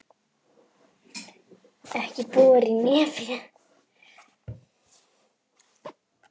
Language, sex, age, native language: Icelandic, female, 8, Icelandic